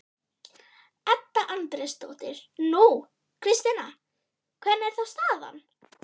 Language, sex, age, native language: Icelandic, female, 13, Icelandic